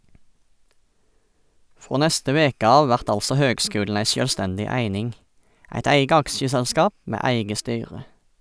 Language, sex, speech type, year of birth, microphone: Norwegian, male, read, 1989, Sennheiser